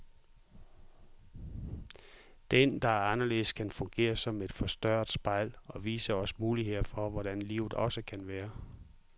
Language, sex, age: Danish, male, 44